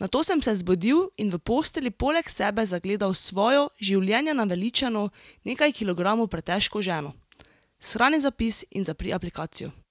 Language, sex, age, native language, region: Slovenian, female, 18-29, Slovenian, Drava region